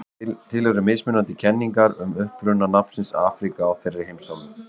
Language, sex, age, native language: Icelandic, male, 40-49, Icelandic